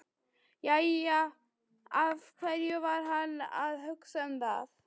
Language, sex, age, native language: Icelandic, female, 12, Icelandic